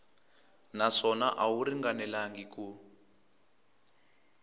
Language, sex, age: Tsonga, male, 23